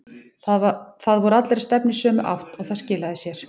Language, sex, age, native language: Icelandic, female, 18-19, Icelandic